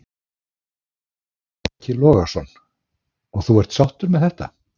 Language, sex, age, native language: Icelandic, male, 60-69, Icelandic